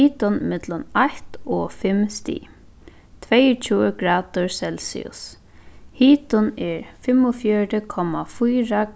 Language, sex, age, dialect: Faroese, female, 15-35, Suðuroy